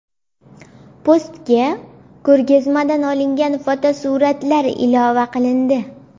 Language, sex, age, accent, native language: Uzbek, female, 25-34, Farg'ona, Uzbek